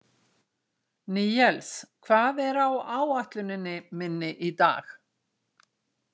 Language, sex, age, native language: Icelandic, female, 60-69, Icelandic